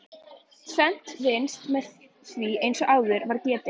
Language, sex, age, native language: Icelandic, female, 11, Icelandic